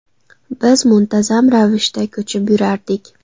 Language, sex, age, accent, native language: Uzbek, female, 19-29, Andijon, Uzbek